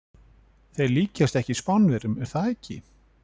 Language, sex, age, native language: Icelandic, male, 40-49, Icelandic